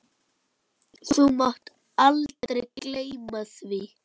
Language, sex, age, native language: Icelandic, male, 9, Icelandic